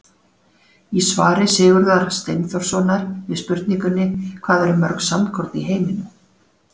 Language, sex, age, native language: Icelandic, female, 40-49, Icelandic